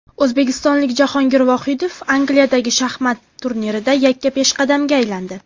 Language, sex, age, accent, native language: Uzbek, female, 18-24, Farg'ona, Uzbek